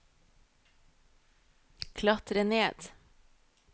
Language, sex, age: Norwegian, female, 38